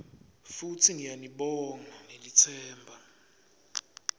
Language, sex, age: Swati, male, 25